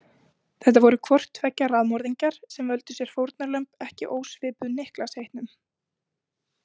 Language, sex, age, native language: Icelandic, female, 20-29, Icelandic